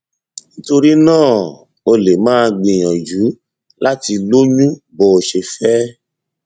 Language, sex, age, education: Yoruba, male, 30-45, tertiary